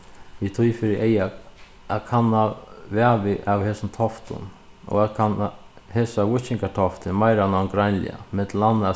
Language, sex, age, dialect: Faroese, male, 36-60, Suðuroy